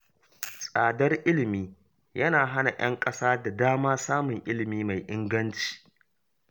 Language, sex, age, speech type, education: Hausa, male, 30-45, read, primary